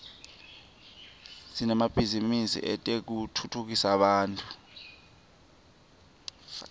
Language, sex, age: Swati, male, 23